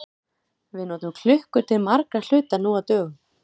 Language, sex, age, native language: Icelandic, female, 30-39, Icelandic